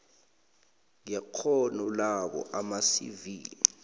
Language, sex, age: South Ndebele, male, 22